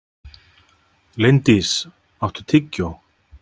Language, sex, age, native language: Icelandic, male, 30-39, Icelandic